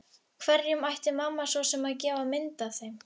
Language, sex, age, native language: Icelandic, female, 11, Icelandic